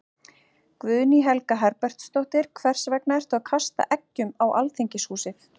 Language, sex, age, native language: Icelandic, female, 40-49, Icelandic